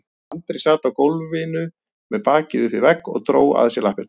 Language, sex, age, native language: Icelandic, male, 30-39, Icelandic